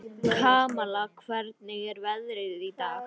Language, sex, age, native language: Icelandic, female, 50-59, Icelandic